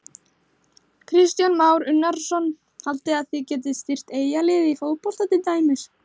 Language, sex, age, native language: Icelandic, male, 16, Icelandic